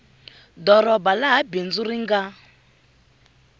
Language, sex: Tsonga, female